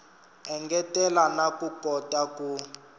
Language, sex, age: Tsonga, male, 25